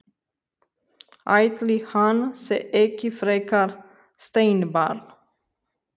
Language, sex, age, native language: Icelandic, female, 30-39, Romanian